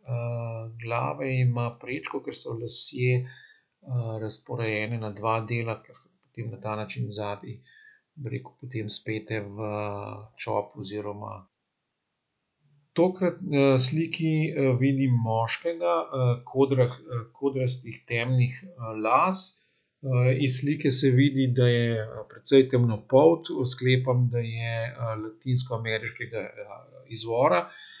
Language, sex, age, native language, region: Slovenian, male, 50-59, Slovenian, Central Slovenia